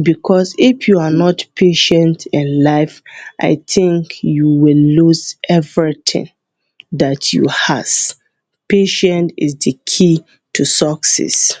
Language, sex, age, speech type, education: Hausa, female, 30-45, spontaneous, tertiary